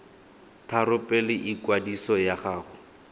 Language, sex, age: Tswana, male, 19